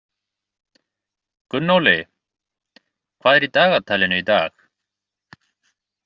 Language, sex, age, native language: Icelandic, male, 30-39, Icelandic